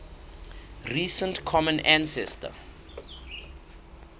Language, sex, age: Southern Sotho, male, 21